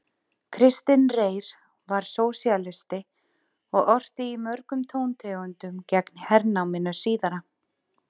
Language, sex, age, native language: Icelandic, female, 30-39, Icelandic